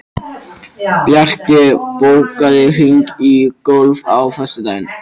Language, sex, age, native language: Icelandic, male, 13, Icelandic